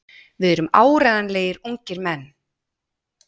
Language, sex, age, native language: Icelandic, female, 40-49, Icelandic